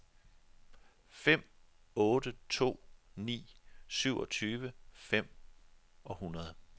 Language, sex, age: Danish, male, 42